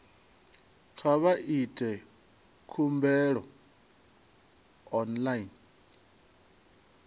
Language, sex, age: Venda, male, 23